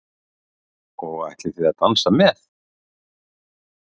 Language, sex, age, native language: Icelandic, male, 40-49, Icelandic